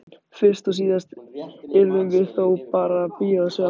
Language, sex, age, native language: Icelandic, male, 18-19, Icelandic